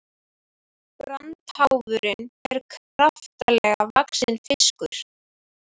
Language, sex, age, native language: Icelandic, female, 18-19, Icelandic